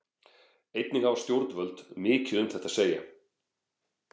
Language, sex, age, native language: Icelandic, male, 40-49, Icelandic